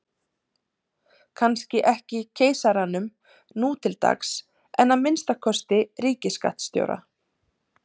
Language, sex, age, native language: Icelandic, female, 30-39, Icelandic